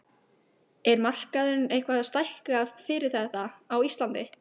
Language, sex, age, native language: Icelandic, female, 15, Icelandic